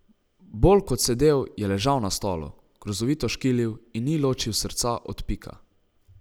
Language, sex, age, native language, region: Slovenian, male, 18-29, Slovenian, Savinja region